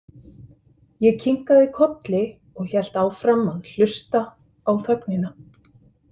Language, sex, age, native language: Icelandic, male, 50-59, Icelandic